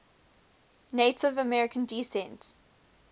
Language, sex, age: English, female, 21